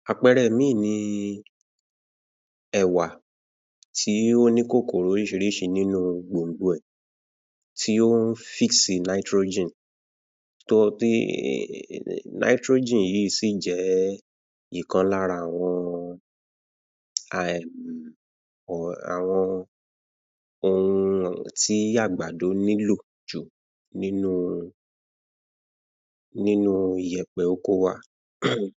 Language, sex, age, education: Yoruba, male, 15-29, tertiary